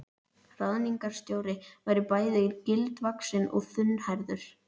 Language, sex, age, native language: Icelandic, female, 11, Icelandic